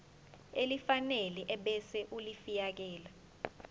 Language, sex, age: Zulu, female, 20